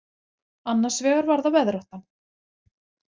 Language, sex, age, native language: Icelandic, female, 40-49, Icelandic